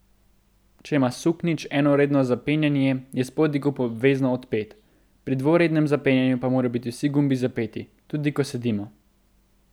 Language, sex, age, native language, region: Slovenian, male, 18-29, Slovenian, Central Slovenia